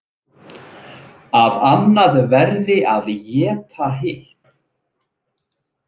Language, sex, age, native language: Icelandic, male, 30-39, Icelandic